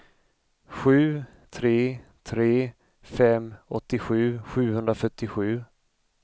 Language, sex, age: Swedish, male, 35